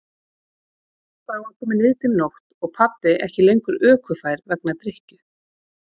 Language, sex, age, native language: Icelandic, female, 40-49, Icelandic